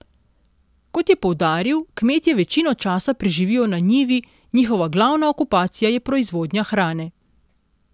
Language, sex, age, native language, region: Slovenian, female, 30-49, Slovenian, Central Slovenia